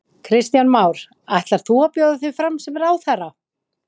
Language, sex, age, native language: Icelandic, female, 20-29, Icelandic